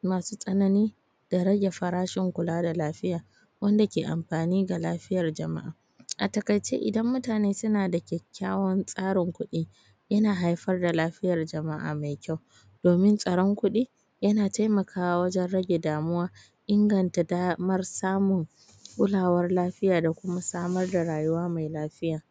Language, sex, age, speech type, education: Hausa, female, 15-29, spontaneous, primary